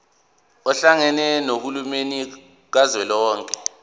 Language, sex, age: Zulu, male, 24